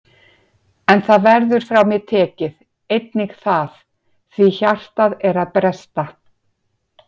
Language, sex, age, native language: Icelandic, female, 50-59, Icelandic